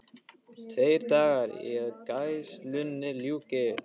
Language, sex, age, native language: Icelandic, male, 15, Icelandic